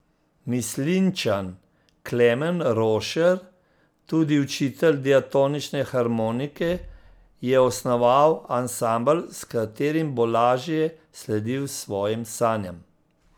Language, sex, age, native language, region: Slovenian, male, 50-59, Slovenian, Central Slovenia